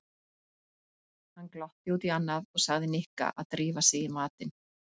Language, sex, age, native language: Icelandic, female, 50-59, Icelandic